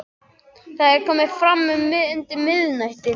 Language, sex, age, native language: Icelandic, other, 12, Icelandic